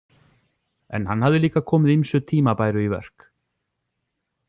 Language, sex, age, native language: Icelandic, male, 40-49, Icelandic